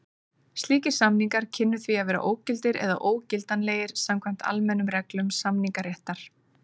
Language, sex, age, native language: Icelandic, female, 30-39, Icelandic